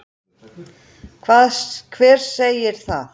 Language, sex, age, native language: Icelandic, male, 10, Icelandic